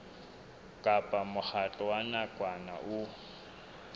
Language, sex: Southern Sotho, male